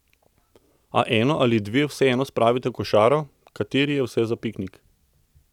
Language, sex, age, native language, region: Slovenian, male, 30-49, Slovenian, Central Slovenia